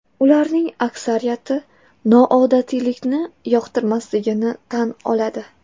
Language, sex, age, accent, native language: Uzbek, female, 18-24, Toshkent viloyati, Uzbek